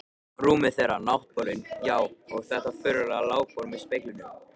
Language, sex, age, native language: Icelandic, male, 13, Icelandic